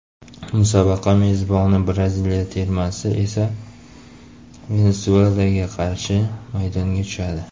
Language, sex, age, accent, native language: Uzbek, male, 19-29, Sirdaryo, Uzbek